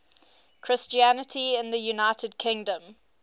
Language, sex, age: English, female, 18